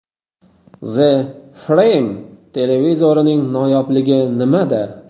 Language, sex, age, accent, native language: Uzbek, male, 18-24, Qoraqalpog'iston, Uzbek